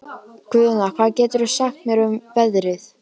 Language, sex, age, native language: Icelandic, male, 12, Icelandic